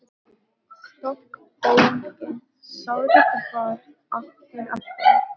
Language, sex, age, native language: Icelandic, female, 12, Icelandic